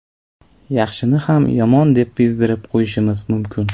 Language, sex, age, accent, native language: Uzbek, male, 18-24, Navoiy, Uzbek